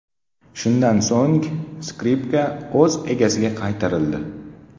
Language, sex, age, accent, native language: Uzbek, male, 12-17, Namangan, Uzbek